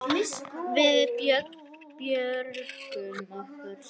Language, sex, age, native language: Icelandic, female, 9, Icelandic